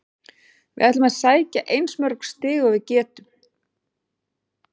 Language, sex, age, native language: Icelandic, female, 40-49, Icelandic